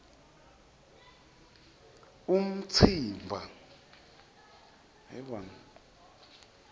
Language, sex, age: Swati, male, 23